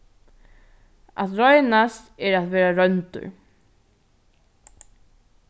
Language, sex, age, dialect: Faroese, female, 15-35, Norðurstreymoy/Eysturoy